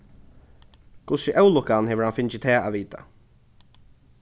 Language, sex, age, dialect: Faroese, male, 15-35, Norðurstreymoy/Eysturoy